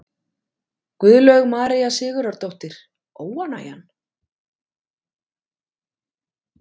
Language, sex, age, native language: Icelandic, female, 50-59, Icelandic